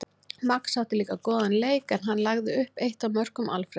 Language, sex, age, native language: Icelandic, female, 40-49, Icelandic